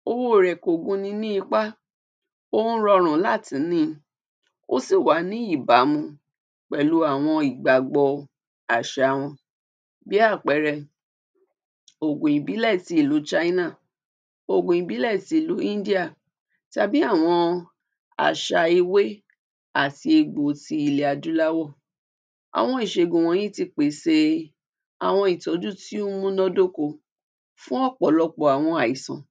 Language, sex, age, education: Yoruba, female, 30-45, tertiary